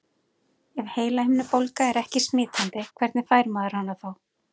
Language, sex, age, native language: Icelandic, female, 40-49, Icelandic